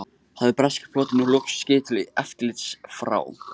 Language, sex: Icelandic, male